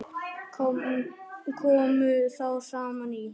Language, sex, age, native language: Icelandic, male, 10, Icelandic